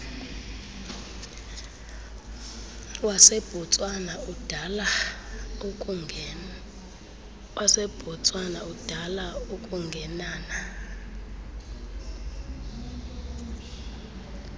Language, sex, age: Xhosa, female, 31